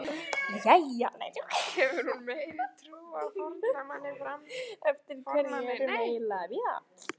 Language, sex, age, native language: Icelandic, female, 15, Icelandic